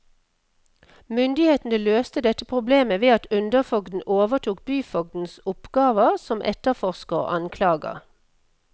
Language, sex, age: Norwegian, female, 57